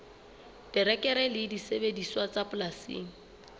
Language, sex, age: Southern Sotho, female, 29